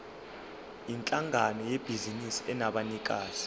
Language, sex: Zulu, male